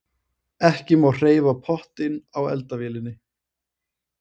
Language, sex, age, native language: Icelandic, male, 20-29, Icelandic